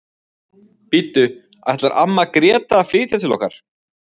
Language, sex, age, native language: Icelandic, male, 20-29, Icelandic